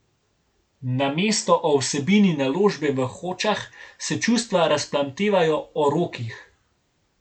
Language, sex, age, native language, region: Slovenian, male, 18-29, Slovenian, Gorenjska region